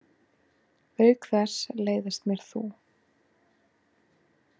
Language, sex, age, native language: Icelandic, female, 20-29, Icelandic